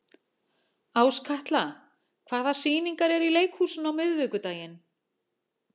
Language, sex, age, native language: Icelandic, female, 40-49, Icelandic